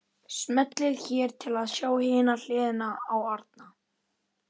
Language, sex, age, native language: Icelandic, male, 30-39, Icelandic